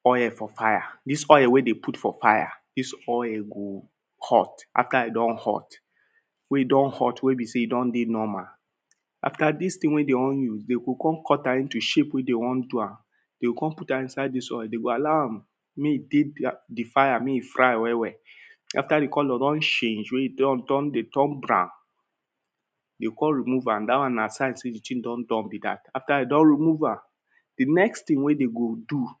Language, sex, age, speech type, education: Nigerian Pidgin, male, 30-45, spontaneous, tertiary